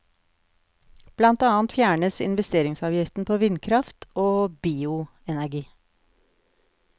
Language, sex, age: Norwegian, female, 48